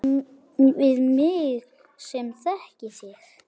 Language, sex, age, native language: Icelandic, male, 7, Icelandic